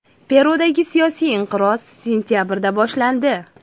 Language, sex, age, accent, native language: Uzbek, female, 25-34, Toshkent viloyati, Uzbek